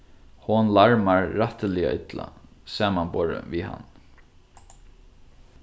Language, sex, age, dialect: Faroese, male, 15-35, Norðurstreymoy/Eysturoy